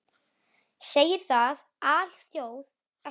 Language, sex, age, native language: Icelandic, female, 7, Icelandic